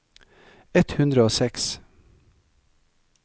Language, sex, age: Norwegian, male, 55